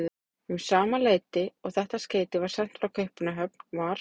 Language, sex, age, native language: Icelandic, female, 30-39, Icelandic